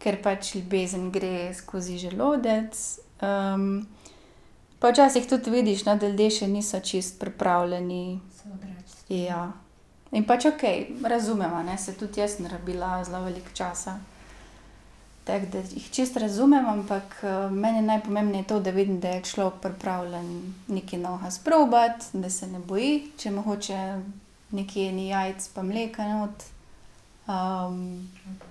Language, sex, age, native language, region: Slovenian, female, 18-29, Slovenian, Gorica region